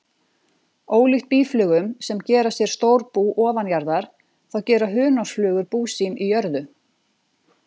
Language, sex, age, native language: Icelandic, female, 40-49, Icelandic